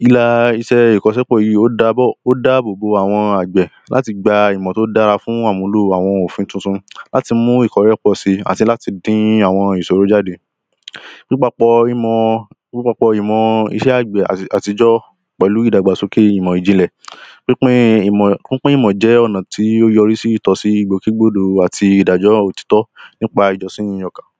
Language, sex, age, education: Yoruba, male, 15-29, primary